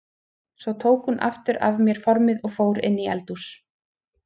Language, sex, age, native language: Icelandic, female, 30-39, Icelandic